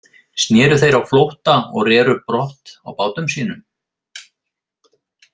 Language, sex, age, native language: Icelandic, male, 50-59, Icelandic